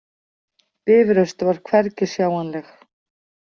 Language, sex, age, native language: Icelandic, female, 40-49, Icelandic